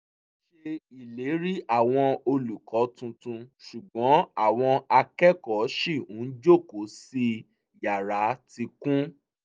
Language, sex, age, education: Yoruba, male, 15-29, tertiary